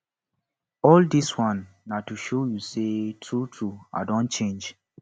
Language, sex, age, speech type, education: Nigerian Pidgin, male, 15-29, spontaneous, tertiary